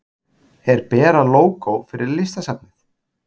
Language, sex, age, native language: Icelandic, male, 40-49, Icelandic